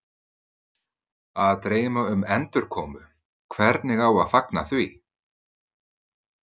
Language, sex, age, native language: Icelandic, male, 30-39, Icelandic